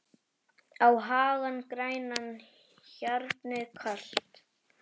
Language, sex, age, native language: Icelandic, female, 10, Icelandic